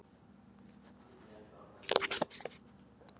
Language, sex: Icelandic, male